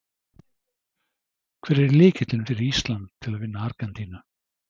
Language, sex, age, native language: Icelandic, male, 60-69, Icelandic